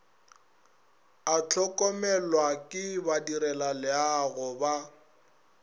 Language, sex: Northern Sotho, male